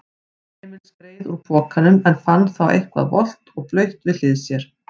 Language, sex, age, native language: Icelandic, female, 50-59, Icelandic